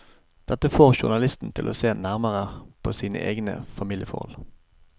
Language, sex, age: Norwegian, male, 25